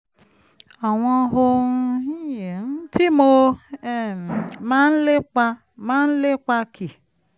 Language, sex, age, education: Yoruba, female, 30-45, tertiary